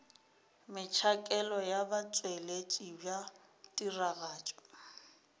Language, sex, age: Northern Sotho, female, 27